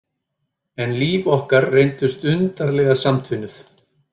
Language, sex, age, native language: Icelandic, male, 30-39, Icelandic